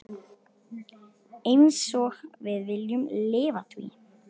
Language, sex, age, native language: Icelandic, male, 8, Icelandic